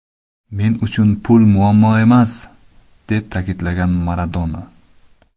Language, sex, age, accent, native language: Uzbek, male, 25-34, Qoraqalpog'iston, Karakalpak